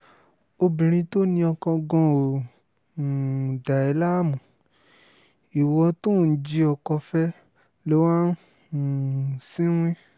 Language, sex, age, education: Yoruba, male, 15-29, tertiary